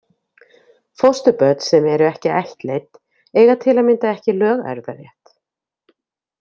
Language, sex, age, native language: Icelandic, female, 50-59, Icelandic